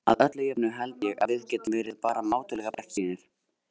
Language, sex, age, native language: Icelandic, male, 80-89, Icelandic